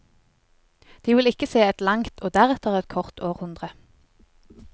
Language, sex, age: Norwegian, female, 20